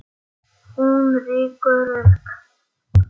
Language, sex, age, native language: Icelandic, male, 8, Icelandic